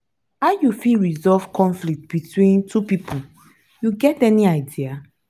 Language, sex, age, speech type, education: Nigerian Pidgin, female, 15-29, spontaneous, tertiary